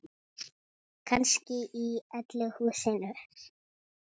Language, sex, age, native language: Icelandic, female, 7, Icelandic